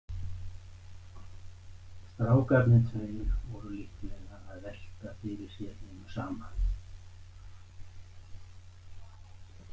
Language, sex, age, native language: Icelandic, male, 60-69, Icelandic